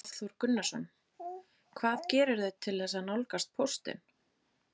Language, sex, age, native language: Icelandic, female, 30-39, Icelandic